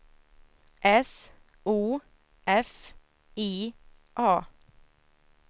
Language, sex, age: Swedish, female, 17